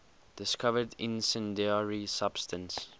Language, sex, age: English, male, 20